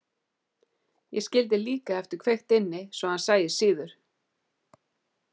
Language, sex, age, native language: Icelandic, female, 40-49, Icelandic